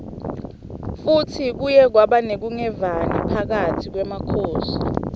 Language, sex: Swati, female